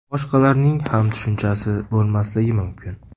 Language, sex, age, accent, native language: Uzbek, male, 18-24, Samarqand, Uzbek